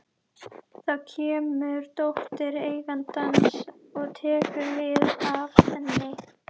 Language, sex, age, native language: Icelandic, female, 11, Icelandic